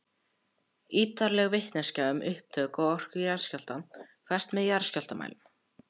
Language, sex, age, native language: Icelandic, male, 14, Icelandic